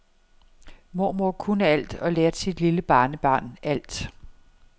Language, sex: Danish, female